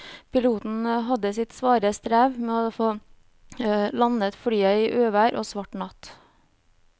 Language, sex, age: Norwegian, female, 29